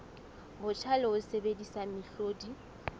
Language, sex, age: Southern Sotho, female, 19